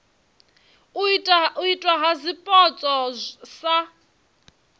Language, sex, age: Venda, female, 23